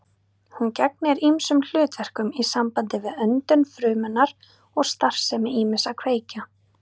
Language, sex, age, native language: Icelandic, female, 30-39, Icelandic